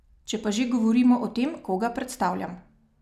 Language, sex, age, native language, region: Slovenian, female, 30-49, Slovenian, Savinja region